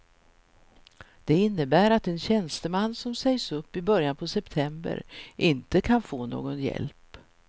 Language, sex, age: Swedish, female, 64